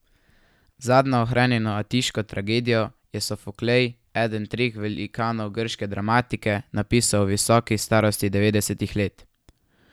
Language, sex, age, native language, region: Slovenian, male, 12-17, Slovenian, Savinja region